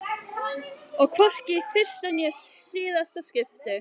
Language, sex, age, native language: Icelandic, other, 12, Icelandic